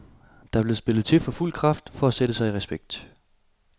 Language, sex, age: Danish, male, 27